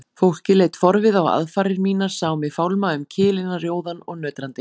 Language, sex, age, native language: Icelandic, female, 40-49, Icelandic